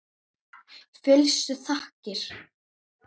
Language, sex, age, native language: Icelandic, female, 9, Icelandic